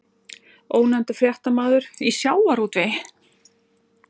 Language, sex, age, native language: Icelandic, female, 60-69, Icelandic